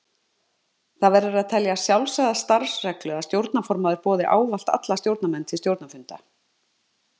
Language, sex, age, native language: Icelandic, male, 50-59, Icelandic